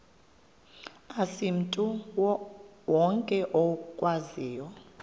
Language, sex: Xhosa, female